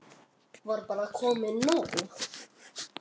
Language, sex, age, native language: Icelandic, male, 8, Icelandic